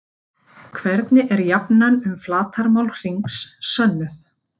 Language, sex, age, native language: Icelandic, female, 50-59, Icelandic